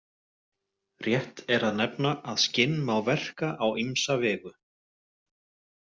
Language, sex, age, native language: Icelandic, male, 40-49, Icelandic